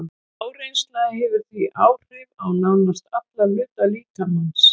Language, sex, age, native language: Icelandic, female, 70-79, Icelandic